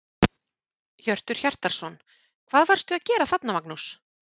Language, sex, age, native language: Icelandic, female, 40-49, Icelandic